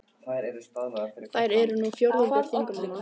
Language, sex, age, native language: Icelandic, other, 18-19, Icelandic